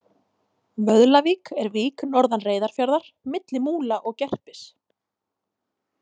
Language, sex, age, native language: Icelandic, female, 30-39, Icelandic